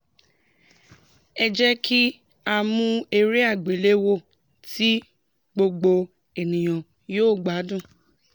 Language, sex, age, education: Yoruba, female, 15-29, tertiary